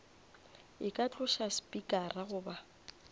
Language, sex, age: Northern Sotho, female, 24